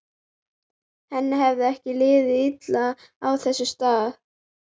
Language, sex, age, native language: Icelandic, female, 11, Icelandic